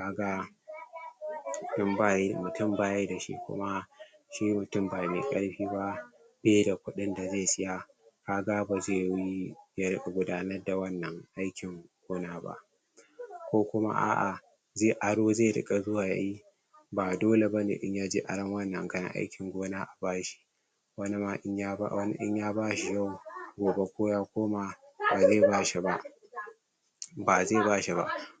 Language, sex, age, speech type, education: Hausa, male, 60+, spontaneous, tertiary